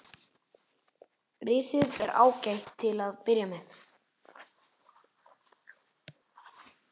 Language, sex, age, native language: Icelandic, male, 11, Icelandic